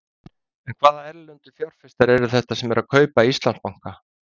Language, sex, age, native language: Icelandic, male, 50-59, Icelandic